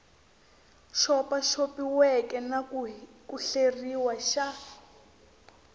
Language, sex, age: Tsonga, female, 22